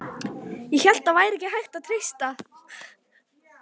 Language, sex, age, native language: Icelandic, female, 12, Icelandic